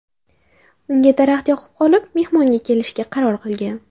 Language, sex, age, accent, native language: Uzbek, female, under 19, Jizzax, Uzbek